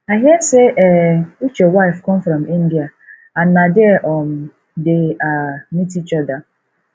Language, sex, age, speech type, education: Nigerian Pidgin, female, 15-29, spontaneous, tertiary